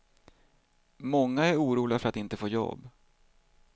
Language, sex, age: Swedish, male, 38